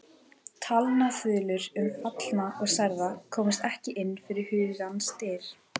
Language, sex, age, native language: Icelandic, female, 18-19, Icelandic